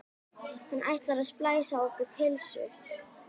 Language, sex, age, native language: Icelandic, female, 11, Icelandic